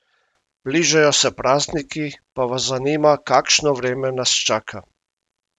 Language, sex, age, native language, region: Slovenian, male, 50-59, Slovenian, Primorsko-notranjska region